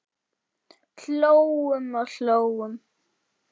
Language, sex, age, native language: Icelandic, female, 10, Icelandic